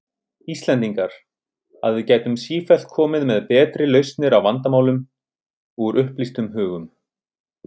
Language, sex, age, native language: Icelandic, male, 30-39, Icelandic